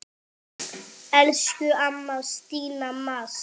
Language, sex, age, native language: Icelandic, male, 8, French